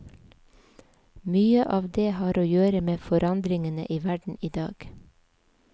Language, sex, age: Norwegian, female, 37